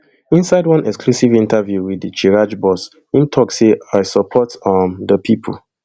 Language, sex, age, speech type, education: Nigerian Pidgin, male, 30-45, spontaneous, tertiary